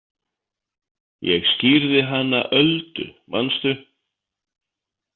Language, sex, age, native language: Icelandic, male, 50-59, Icelandic